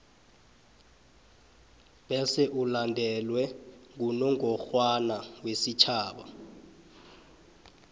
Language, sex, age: South Ndebele, male, 23